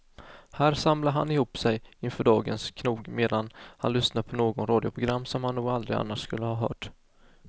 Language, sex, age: Swedish, male, 19